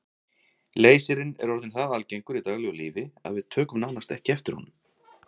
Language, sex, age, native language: Icelandic, male, 40-49, Icelandic